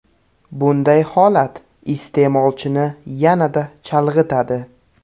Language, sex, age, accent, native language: Uzbek, male, 18-24, Samarqand, Uzbek